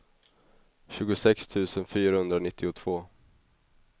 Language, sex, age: Swedish, male, 21